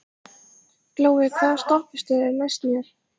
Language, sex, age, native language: Icelandic, female, 14, Icelandic